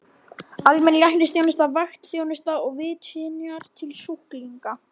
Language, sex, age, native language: Icelandic, male, 12, Icelandic